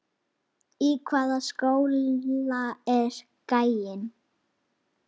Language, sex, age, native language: Icelandic, female, 8, Icelandic